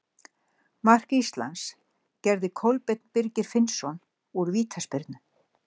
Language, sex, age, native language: Icelandic, female, 60-69, Icelandic